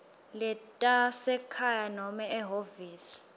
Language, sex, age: Swati, female, 20